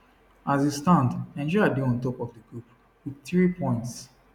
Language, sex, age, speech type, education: Nigerian Pidgin, male, 15-29, spontaneous, tertiary